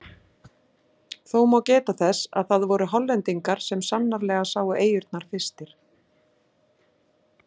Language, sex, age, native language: Icelandic, female, 60-69, Icelandic